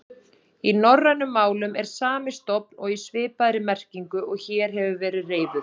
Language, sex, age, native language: Icelandic, female, 30-39, Icelandic